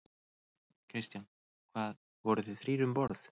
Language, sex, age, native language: Icelandic, male, 30-39, Icelandic